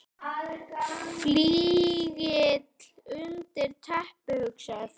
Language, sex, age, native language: Icelandic, male, 8, Icelandic